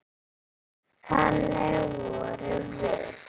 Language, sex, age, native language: Icelandic, female, 8, Icelandic